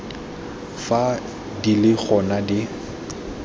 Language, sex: Tswana, male